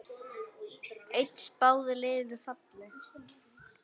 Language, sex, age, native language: Icelandic, female, 10, Icelandic